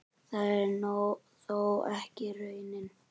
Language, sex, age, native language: Icelandic, male, 10, Icelandic